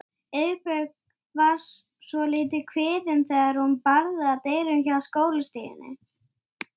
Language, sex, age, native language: Icelandic, male, 9, Icelandic